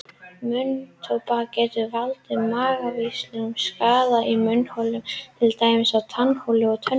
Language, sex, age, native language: Icelandic, female, 30-39, Icelandic